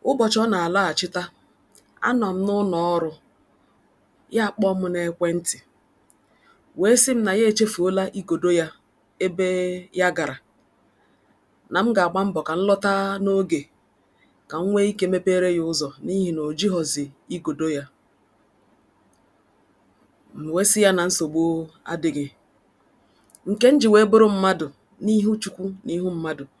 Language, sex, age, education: Igbo, female, 46-60, tertiary